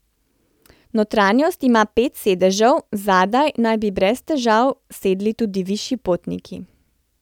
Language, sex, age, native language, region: Slovenian, female, 30-49, Slovenian, Central Slovenia